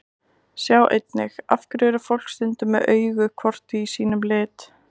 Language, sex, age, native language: Icelandic, female, 20-29, Icelandic